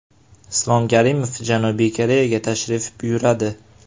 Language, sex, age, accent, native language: Uzbek, male, 18-24, Farg'ona, Uzbek